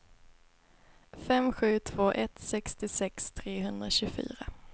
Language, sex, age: Swedish, female, 22